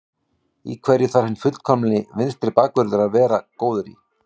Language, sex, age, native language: Icelandic, male, 18-19, Icelandic